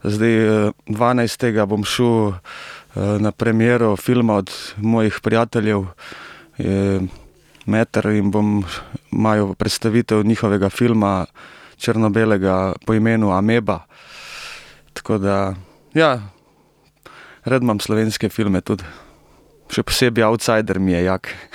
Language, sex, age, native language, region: Slovenian, male, 30-49, Slovenian, Primorsko-notranjska region